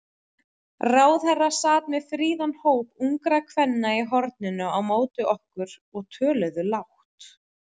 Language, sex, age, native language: Icelandic, female, 30-39, Icelandic